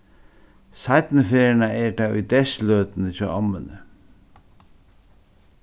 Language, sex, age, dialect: Faroese, male, 61+, Suðurstreymoy